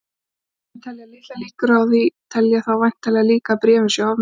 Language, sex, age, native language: Icelandic, female, 40-49, Icelandic